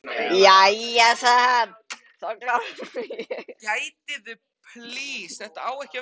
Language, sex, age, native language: Icelandic, male, 13, Icelandic